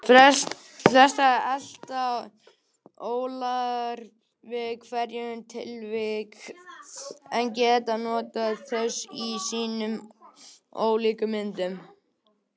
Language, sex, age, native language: Icelandic, male, 18-19, Icelandic